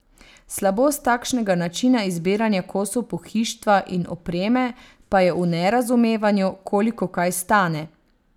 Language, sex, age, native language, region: Slovenian, female, 30-49, Slovenian, Savinja region